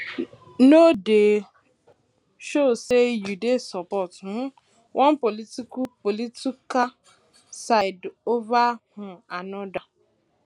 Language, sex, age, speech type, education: Nigerian Pidgin, female, 15-29, spontaneous, tertiary